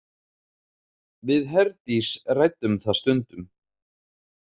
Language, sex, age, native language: Icelandic, male, 30-39, Icelandic